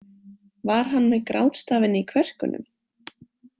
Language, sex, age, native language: Icelandic, female, 18-19, Icelandic